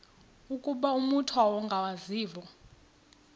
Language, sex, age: Xhosa, female, 35